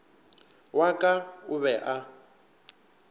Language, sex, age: Northern Sotho, male, 24